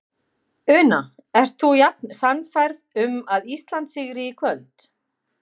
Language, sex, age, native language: Icelandic, female, 50-59, Icelandic